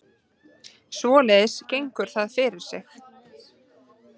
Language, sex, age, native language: Icelandic, female, 30-39, Icelandic